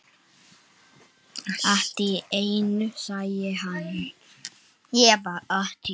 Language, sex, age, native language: Icelandic, female, 8, Icelandic